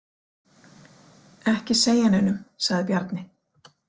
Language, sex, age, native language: Icelandic, female, 40-49, Icelandic